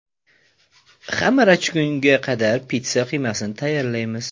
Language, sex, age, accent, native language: Uzbek, male, 25-34, Samarqand, Uzbek